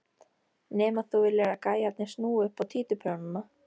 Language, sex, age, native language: Icelandic, female, 13, Icelandic